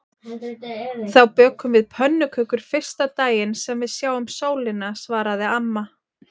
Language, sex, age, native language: Icelandic, female, 30-39, Icelandic